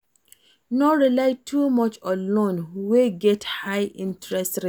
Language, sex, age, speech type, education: Nigerian Pidgin, female, 46-60, read, tertiary